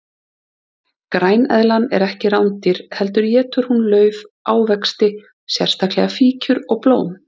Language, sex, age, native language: Icelandic, female, 30-39, Icelandic